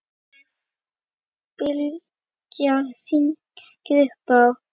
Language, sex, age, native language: Icelandic, female, 9, Icelandic